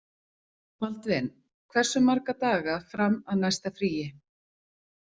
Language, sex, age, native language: Icelandic, female, 40-49, Icelandic